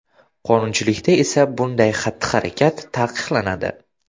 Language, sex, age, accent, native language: Uzbek, male, 18-24, Farg'ona, Uzbek